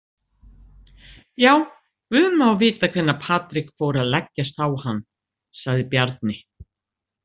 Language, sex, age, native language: Icelandic, female, 60-69, Icelandic